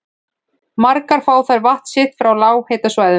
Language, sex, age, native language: Icelandic, female, 15, Icelandic